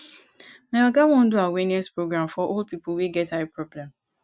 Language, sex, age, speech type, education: Nigerian Pidgin, male, 15-29, spontaneous, tertiary